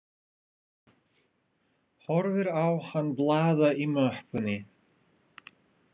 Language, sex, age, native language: Icelandic, male, 30-39, Russian